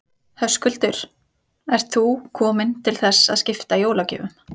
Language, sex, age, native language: Icelandic, female, 30-39, Icelandic